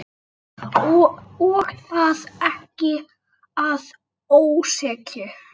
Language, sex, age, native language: Icelandic, male, 8, Icelandic